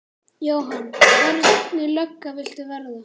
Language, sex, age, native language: Icelandic, male, 9, Icelandic